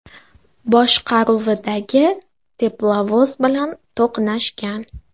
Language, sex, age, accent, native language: Uzbek, female, 18-24, Farg'ona, Uzbek